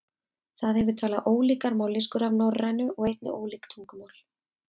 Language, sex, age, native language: Icelandic, female, 30-39, Icelandic